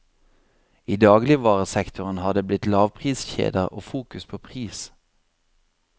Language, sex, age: Norwegian, male, 26